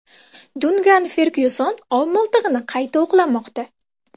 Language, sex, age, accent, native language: Uzbek, female, 18-24, Andijon, Uzbek